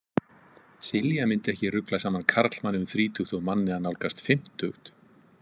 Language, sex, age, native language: Icelandic, male, 50-59, Icelandic